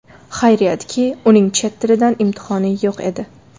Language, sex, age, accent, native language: Uzbek, female, 25-34, Farg'ona, Uzbek